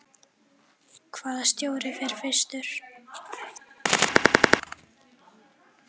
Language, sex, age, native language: Icelandic, female, 10, Icelandic